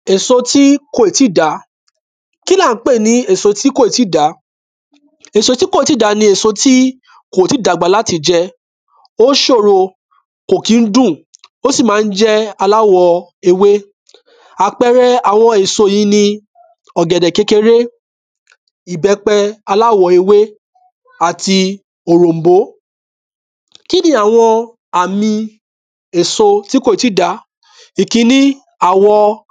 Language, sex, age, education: Yoruba, male, 30-45, tertiary